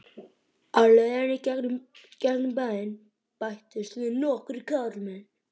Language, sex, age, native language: Icelandic, male, 12, Icelandic